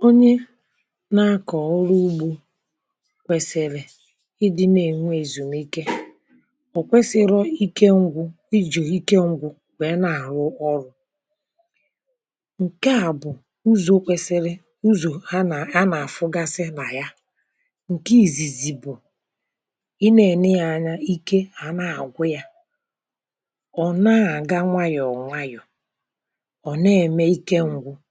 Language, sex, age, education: Igbo, male, 60+, tertiary